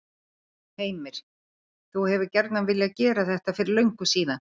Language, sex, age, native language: Icelandic, female, 50-59, Icelandic